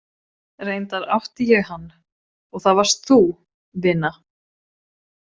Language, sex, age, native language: Icelandic, female, 20-29, Swedish